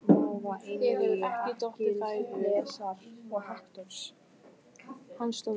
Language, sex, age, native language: Icelandic, female, 15, Icelandic